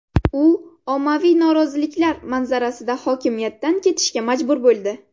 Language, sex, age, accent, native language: Uzbek, female, 12-17, Navoiy, Uzbek